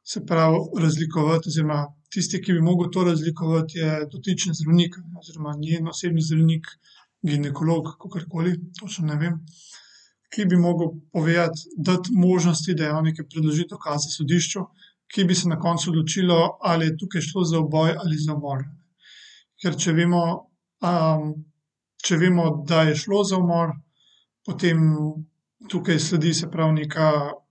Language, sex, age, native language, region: Slovenian, male, 18-29, Slovenian, Central Slovenia